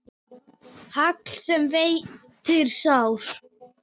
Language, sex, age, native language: Icelandic, female, 8, Icelandic